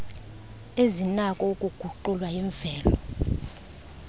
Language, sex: Xhosa, female